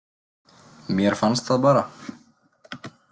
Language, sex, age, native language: Icelandic, male, 20-29, Icelandic